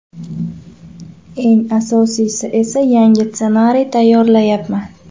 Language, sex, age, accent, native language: Uzbek, female, 25-34, Toshkent viloyati, Uzbek